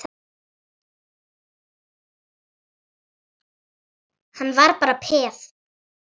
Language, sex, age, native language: Icelandic, female, 8, Icelandic